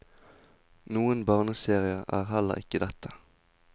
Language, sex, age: Norwegian, male, 20